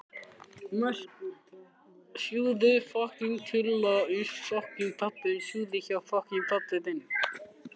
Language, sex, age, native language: Icelandic, male, 15, Icelandic